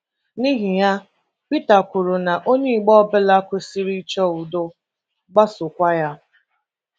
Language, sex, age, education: Igbo, female, 15-29, tertiary